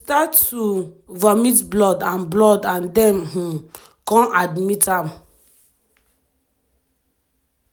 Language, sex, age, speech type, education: Nigerian Pidgin, female, 15-29, spontaneous, tertiary